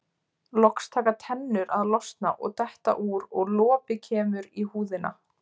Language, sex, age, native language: Icelandic, female, 20-29, Icelandic